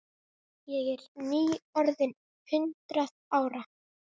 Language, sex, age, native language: Icelandic, male, 9, Icelandic